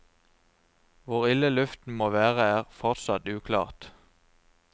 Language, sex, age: Norwegian, male, 29